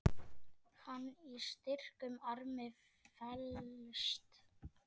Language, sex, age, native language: Icelandic, female, 10, Icelandic